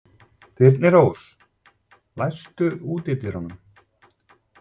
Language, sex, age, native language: Icelandic, male, 40-49, Icelandic